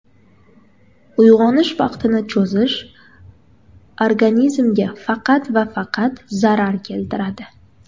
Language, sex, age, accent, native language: Uzbek, female, 18-24, Qashqadaryo, Uzbek